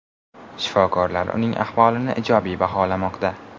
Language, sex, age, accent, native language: Uzbek, male, 18-24, Samarqand, Uzbek